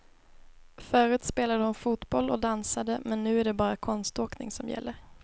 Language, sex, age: Swedish, female, 22